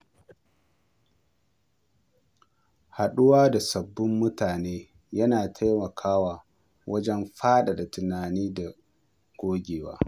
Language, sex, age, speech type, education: Hausa, male, 46-60, read, primary